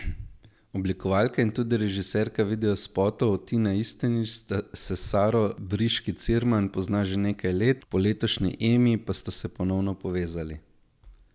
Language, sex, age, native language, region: Slovenian, male, 18-29, Slovenian, Zasavska region